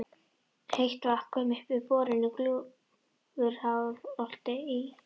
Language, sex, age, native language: Icelandic, female, 11, Icelandic